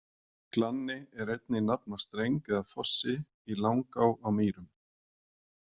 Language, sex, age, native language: Icelandic, male, 40-49, Icelandic